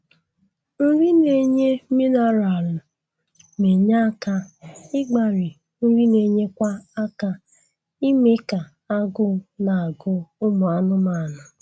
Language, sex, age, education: Igbo, female, 15-29, tertiary